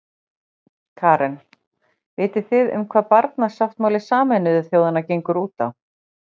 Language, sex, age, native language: Icelandic, female, 40-49, Icelandic